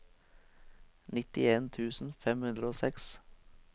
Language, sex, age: Norwegian, male, 23